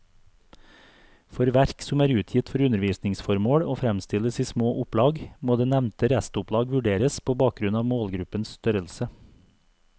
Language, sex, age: Norwegian, male, 42